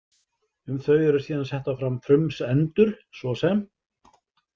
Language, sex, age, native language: Icelandic, male, 50-59, Icelandic